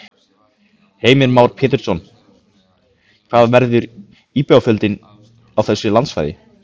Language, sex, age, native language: Icelandic, male, 15, Icelandic